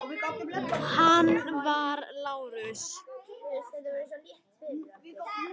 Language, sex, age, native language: Icelandic, male, 10, Icelandic